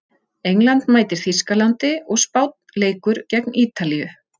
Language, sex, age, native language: Icelandic, female, 40-49, Icelandic